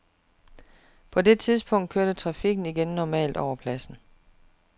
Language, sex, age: Danish, female, 41